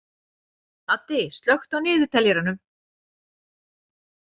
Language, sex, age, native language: Icelandic, female, 40-49, Icelandic